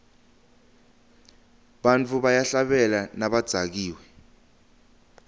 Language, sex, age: Swati, male, 20